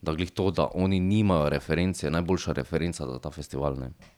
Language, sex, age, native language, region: Slovenian, male, 30-49, Slovenian, Drava region